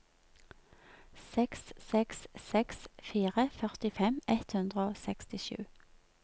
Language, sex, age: Norwegian, female, 46